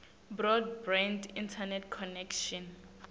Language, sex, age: Swati, female, 19